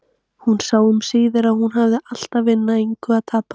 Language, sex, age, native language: Icelandic, female, 18-19, Icelandic